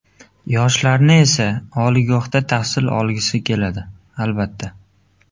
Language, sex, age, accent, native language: Uzbek, male, 12-17, Jizzax, Uzbek